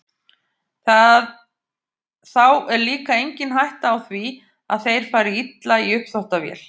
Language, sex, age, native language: Icelandic, female, 50-59, Icelandic